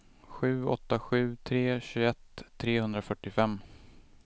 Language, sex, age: Swedish, male, 25